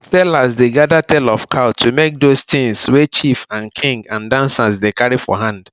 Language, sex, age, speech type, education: Nigerian Pidgin, male, 15-29, spontaneous, tertiary